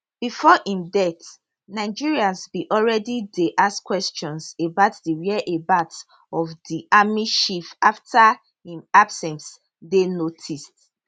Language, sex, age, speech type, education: Nigerian Pidgin, female, 30-45, spontaneous, tertiary